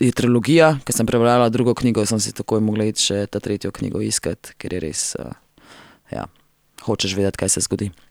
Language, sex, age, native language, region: Slovenian, female, 30-49, Slovenian, Central Slovenia